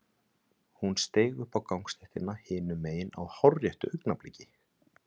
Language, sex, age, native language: Icelandic, male, 30-39, Icelandic